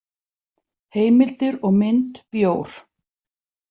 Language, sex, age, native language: Icelandic, female, 40-49, Icelandic